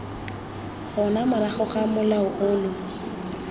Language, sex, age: Tswana, female, 20